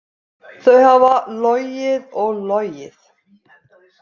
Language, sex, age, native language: Icelandic, female, 50-59, Icelandic